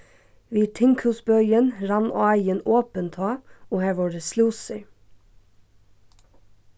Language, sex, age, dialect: Faroese, female, 15-35, Suðurstreymoy